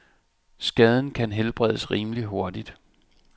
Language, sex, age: Danish, male, 34